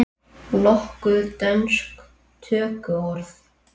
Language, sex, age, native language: Icelandic, male, 8, Icelandic